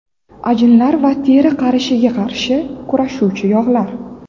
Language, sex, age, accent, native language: Uzbek, female, 18-24, Navoiy, Uzbek